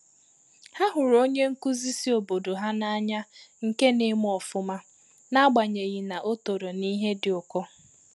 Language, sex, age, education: Igbo, female, 15-29, tertiary